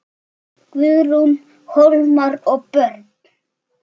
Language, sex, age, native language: Icelandic, male, 6, Icelandic